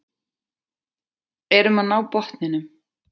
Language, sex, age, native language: Icelandic, female, 40-49, Icelandic